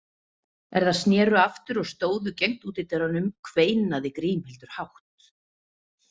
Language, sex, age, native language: Icelandic, female, 30-39, Icelandic